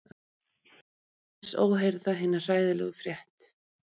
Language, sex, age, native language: Icelandic, female, 30-39, Icelandic